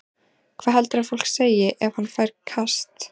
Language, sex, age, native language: Icelandic, female, 14, Icelandic